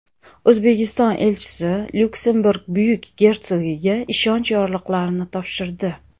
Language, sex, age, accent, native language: Uzbek, female, 30-39, Andijon, Uzbek